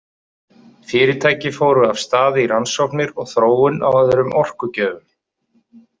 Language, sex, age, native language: Icelandic, male, 30-39, Icelandic